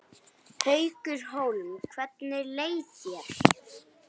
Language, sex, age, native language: Icelandic, female, 8, Icelandic